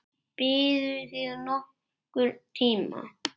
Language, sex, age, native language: Icelandic, male, 8, Icelandic